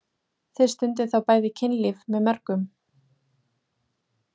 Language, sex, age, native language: Icelandic, female, 20-29, Icelandic